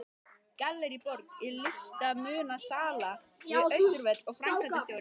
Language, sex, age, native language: Icelandic, male, 12, Icelandic